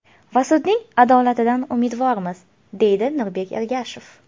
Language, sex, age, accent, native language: Uzbek, female, 25-34, Farg'ona, Uzbek